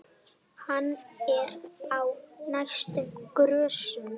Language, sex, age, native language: Icelandic, male, 7, Icelandic